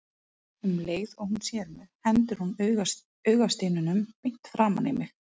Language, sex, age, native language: Icelandic, female, 30-39, Icelandic